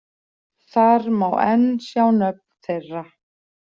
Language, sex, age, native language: Icelandic, female, 40-49, Icelandic